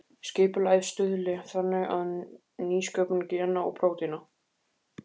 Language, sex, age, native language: Icelandic, male, 15, Icelandic